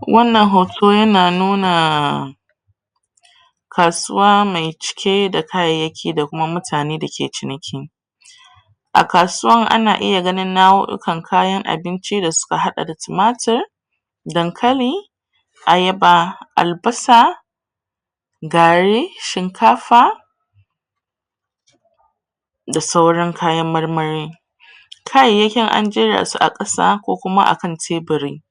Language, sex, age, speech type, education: Hausa, female, 30-45, spontaneous, tertiary